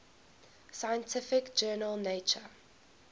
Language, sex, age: English, female, 21